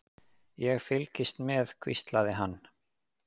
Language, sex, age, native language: Icelandic, male, 50-59, Icelandic